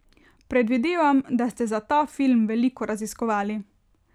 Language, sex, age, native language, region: Slovenian, female, 18-29, Slovenian, Carinthia region